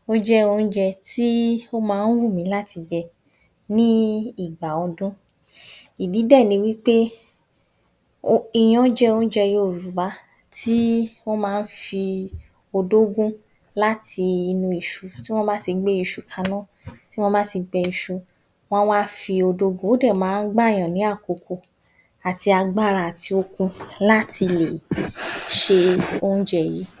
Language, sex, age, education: Yoruba, female, 46-60, tertiary